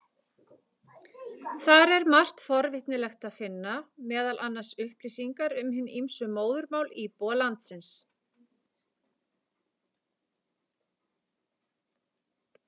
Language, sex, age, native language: Icelandic, female, 40-49, Icelandic